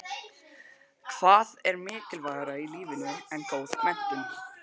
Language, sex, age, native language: Icelandic, male, 12, Icelandic